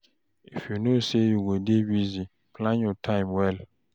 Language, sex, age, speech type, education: Nigerian Pidgin, male, 46-60, read, tertiary